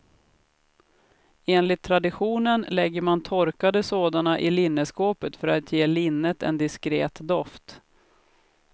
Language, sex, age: Swedish, female, 33